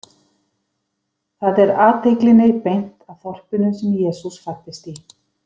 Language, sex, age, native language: Icelandic, female, 50-59, Icelandic